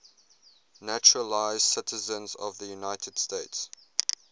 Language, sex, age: English, male, 21